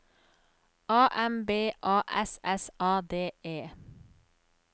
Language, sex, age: Norwegian, female, 34